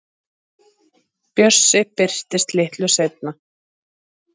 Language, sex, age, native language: Icelandic, male, 7, Icelandic